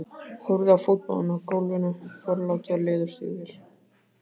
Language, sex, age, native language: Icelandic, male, 15, Icelandic